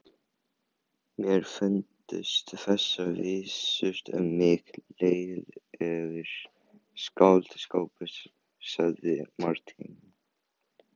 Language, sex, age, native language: Icelandic, male, 18-19, Chinese